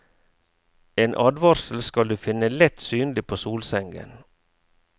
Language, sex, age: Norwegian, male, 49